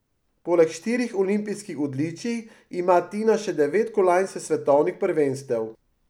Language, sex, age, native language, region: Slovenian, male, 50-59, Slovenian, Drava region